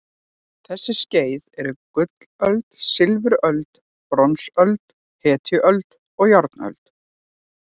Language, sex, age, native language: Icelandic, female, 40-49, Icelandic